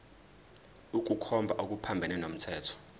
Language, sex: Zulu, male